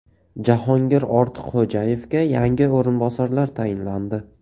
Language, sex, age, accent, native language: Uzbek, male, 18-24, Toshkent viloyati, Uzbek